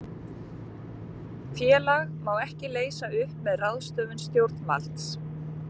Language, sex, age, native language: Icelandic, female, 50-59, Icelandic